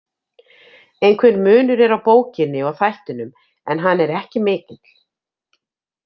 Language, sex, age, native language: Icelandic, female, 50-59, Icelandic